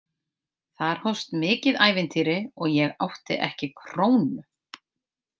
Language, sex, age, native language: Icelandic, female, 50-59, Icelandic